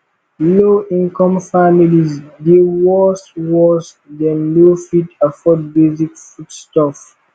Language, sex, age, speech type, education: Nigerian Pidgin, male, 15-29, spontaneous, tertiary